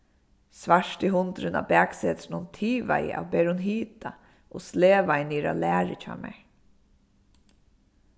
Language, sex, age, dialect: Faroese, female, 15-35, Suðurstreymoy